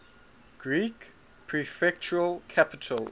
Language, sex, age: English, male, 21